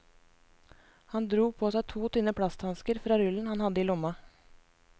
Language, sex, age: Norwegian, female, 24